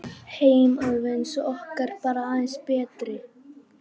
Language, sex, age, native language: Icelandic, female, 12, Icelandic